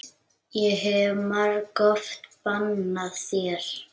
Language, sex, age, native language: Icelandic, female, 8, Icelandic